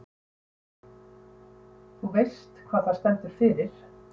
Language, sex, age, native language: Icelandic, female, 60-69, Icelandic